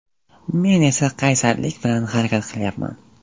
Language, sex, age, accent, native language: Uzbek, male, 18-24, Jizzax, Uzbek